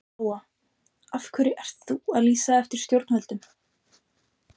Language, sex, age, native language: Icelandic, female, 20-29, Icelandic